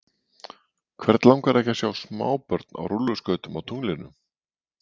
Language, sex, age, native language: Icelandic, male, 40-49, Icelandic